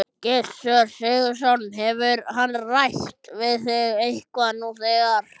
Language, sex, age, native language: Icelandic, other, 12, Icelandic